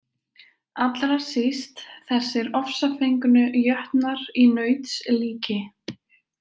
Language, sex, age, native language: Icelandic, female, 20-29, Icelandic